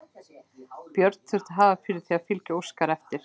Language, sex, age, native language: Icelandic, female, 12, Icelandic